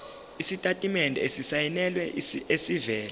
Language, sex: Zulu, male